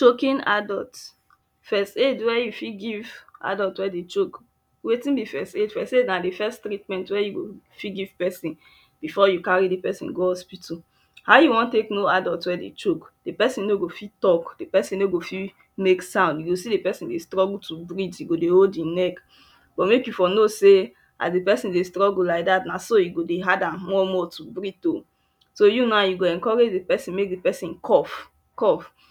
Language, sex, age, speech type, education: Nigerian Pidgin, female, 15-29, spontaneous, tertiary